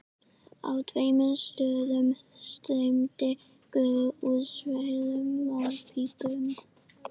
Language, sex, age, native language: Icelandic, female, 11, Icelandic